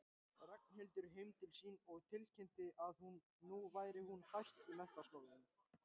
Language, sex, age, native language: Icelandic, male, 18-19, Icelandic